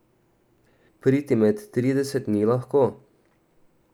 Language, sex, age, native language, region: Slovenian, male, 18-29, Slovenian, Drava region